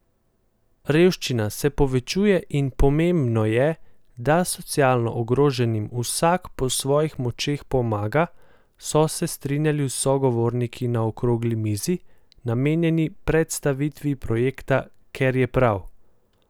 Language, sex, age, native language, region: Slovenian, male, 18-29, Slovenian, Central Slovenia